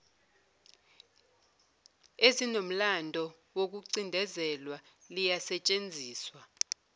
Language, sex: Zulu, female